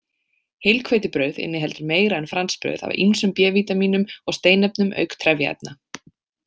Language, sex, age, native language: Icelandic, female, 20-29, Icelandic